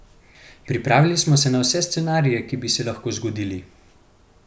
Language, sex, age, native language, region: Slovenian, male, 18-29, Slovenian, Central Slovenia